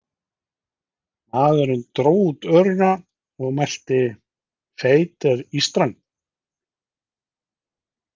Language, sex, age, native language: Icelandic, male, 50-59, Icelandic